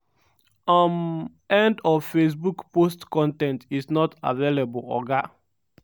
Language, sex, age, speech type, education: Nigerian Pidgin, male, 15-29, spontaneous, tertiary